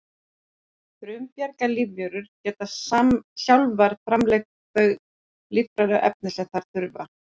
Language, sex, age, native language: Icelandic, female, 50-59, Icelandic